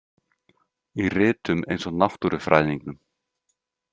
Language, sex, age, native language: Icelandic, male, 30-39, Icelandic